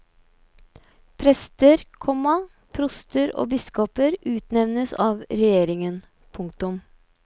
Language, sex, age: Norwegian, female, 29